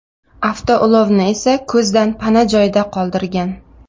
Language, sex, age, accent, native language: Uzbek, female, 25-34, Navoiy, Uzbek